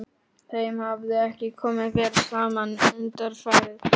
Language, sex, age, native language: Icelandic, male, 12, Polish